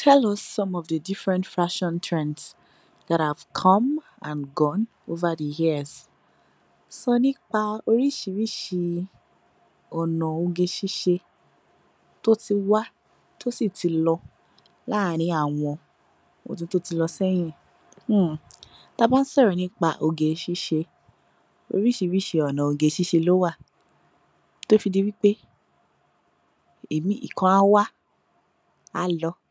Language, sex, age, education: Yoruba, female, 46-60, tertiary